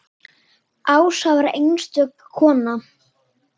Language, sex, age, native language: Icelandic, female, 8, Icelandic